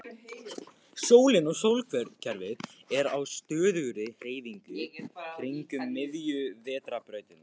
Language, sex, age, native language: Icelandic, male, 18-19, Icelandic